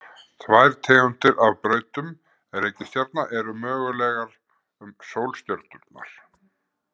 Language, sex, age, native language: Icelandic, male, 50-59, Icelandic